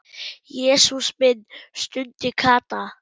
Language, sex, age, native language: Icelandic, male, 8, German